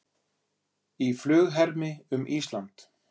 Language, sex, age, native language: Icelandic, male, 40-49, Icelandic